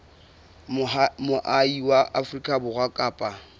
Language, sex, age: Southern Sotho, male, 22